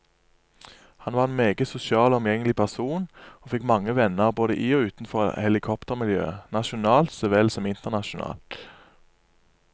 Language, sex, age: Norwegian, male, 27